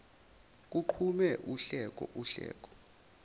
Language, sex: Zulu, male